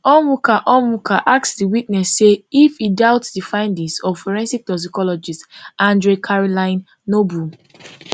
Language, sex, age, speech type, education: Nigerian Pidgin, female, 15-29, spontaneous, tertiary